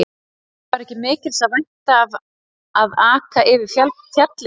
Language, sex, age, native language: Icelandic, female, 30-39, Icelandic